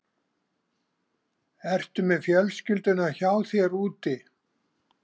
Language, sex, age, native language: Icelandic, male, 70-79, Icelandic